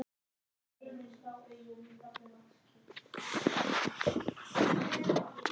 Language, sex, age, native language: Icelandic, male, 8, Icelandic